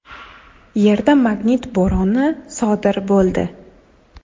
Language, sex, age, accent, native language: Uzbek, female, 19-29, Toshkent shahri, Uzbek